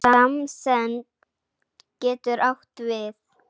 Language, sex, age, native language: Icelandic, female, 8, Icelandic